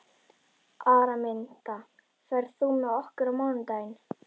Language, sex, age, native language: Icelandic, female, 11, Icelandic